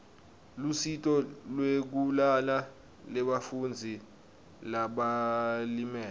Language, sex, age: Swati, male, 20